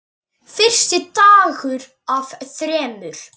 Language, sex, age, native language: Icelandic, male, 9, Icelandic